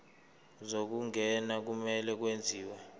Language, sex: Zulu, male